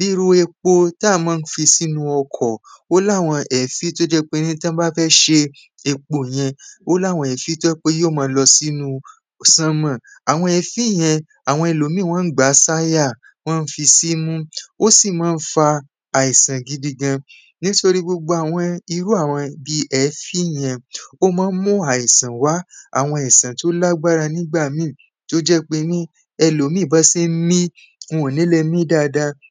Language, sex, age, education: Yoruba, male, 15-29, tertiary